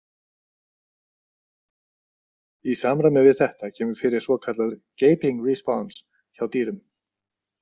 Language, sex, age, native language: Icelandic, male, 60-69, Icelandic